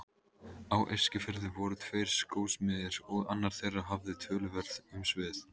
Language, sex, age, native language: Icelandic, male, 18-19, Icelandic